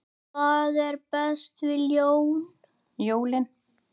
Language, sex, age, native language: Icelandic, male, 10, Icelandic